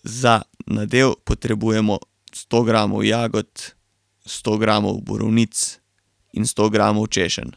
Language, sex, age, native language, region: Slovenian, male, 18-29, Slovenian, Carinthia region